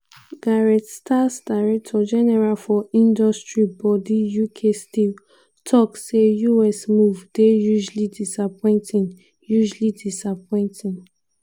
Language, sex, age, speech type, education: Nigerian Pidgin, female, 15-29, spontaneous, tertiary